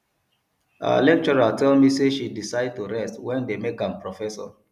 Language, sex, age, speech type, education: Nigerian Pidgin, male, 30-45, spontaneous, tertiary